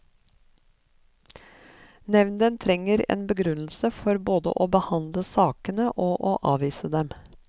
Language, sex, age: Norwegian, female, 54